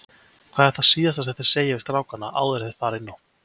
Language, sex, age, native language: Icelandic, male, 20-29, Icelandic